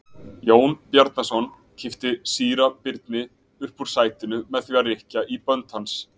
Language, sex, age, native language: Icelandic, male, 20-29, Icelandic